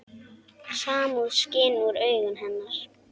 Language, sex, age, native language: Icelandic, male, 10, Icelandic